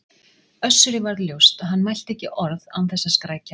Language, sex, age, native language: Icelandic, female, 40-49, Icelandic